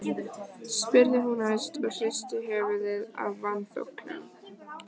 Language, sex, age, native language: Icelandic, female, 14, Icelandic